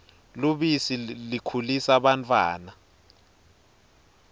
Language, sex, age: Swati, male, 20